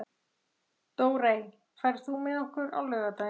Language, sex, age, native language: Icelandic, female, 40-49, Icelandic